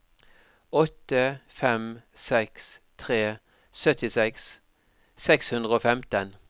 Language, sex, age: Norwegian, male, 52